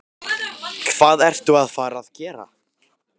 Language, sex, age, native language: Icelandic, male, 15, Icelandic